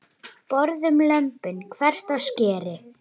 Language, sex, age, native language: Icelandic, female, 10, Icelandic